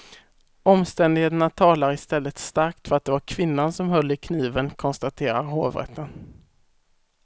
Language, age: Swedish, 18